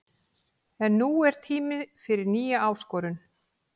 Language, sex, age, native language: Icelandic, female, 40-49, Icelandic